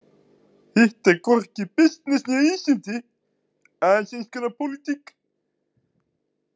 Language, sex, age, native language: Icelandic, male, 30-39, Icelandic